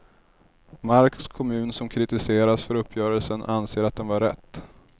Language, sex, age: Swedish, male, 30